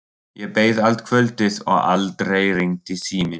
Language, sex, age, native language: Icelandic, male, 40-49, German